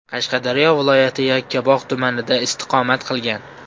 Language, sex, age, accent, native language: Uzbek, male, 18-24, Xorazm, Uzbek